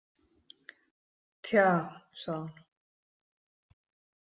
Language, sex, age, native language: Icelandic, female, 40-49, Icelandic